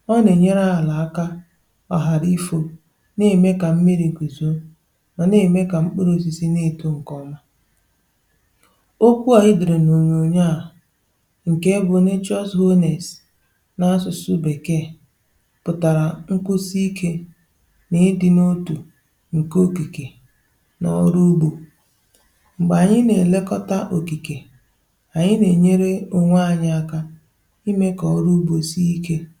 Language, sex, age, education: Igbo, female, 15-29, tertiary